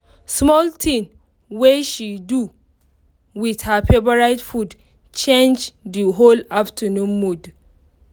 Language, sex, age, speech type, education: Nigerian Pidgin, female, 15-29, spontaneous, tertiary